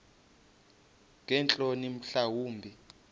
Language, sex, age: Xhosa, male, 28